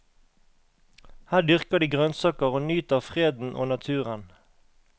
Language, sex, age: Norwegian, male, 38